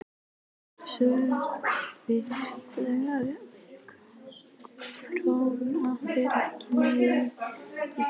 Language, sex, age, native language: Icelandic, female, 11, Icelandic